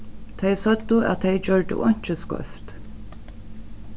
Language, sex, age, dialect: Faroese, female, 36-60, Norðuroyggjar